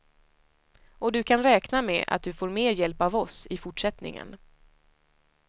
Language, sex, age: Swedish, female, 25